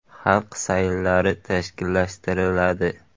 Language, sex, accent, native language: Uzbek, male, Qoraqalpog'iston, Uzbek